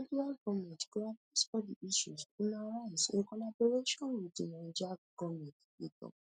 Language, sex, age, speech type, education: Nigerian Pidgin, female, 15-29, spontaneous, tertiary